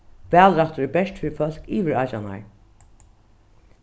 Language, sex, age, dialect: Faroese, female, 36-60, Norðuroyggjar